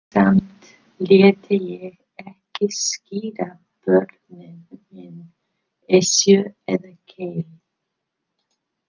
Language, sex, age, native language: Icelandic, female, 50-59, English